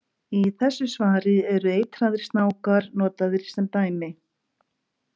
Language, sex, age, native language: Icelandic, female, 50-59, Icelandic